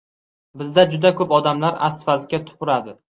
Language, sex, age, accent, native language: Uzbek, male, 12-17, Qashqadaryo, Uzbek